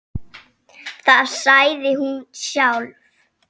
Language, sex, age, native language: Icelandic, female, 5, Icelandic